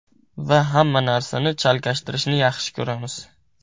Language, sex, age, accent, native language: Uzbek, male, 18-24, Buxoro, Uzbek